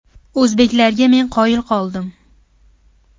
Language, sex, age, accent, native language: Uzbek, female, 18-24, Farg'ona, Uzbek